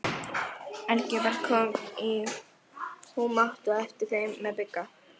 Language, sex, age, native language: Icelandic, female, 11, Icelandic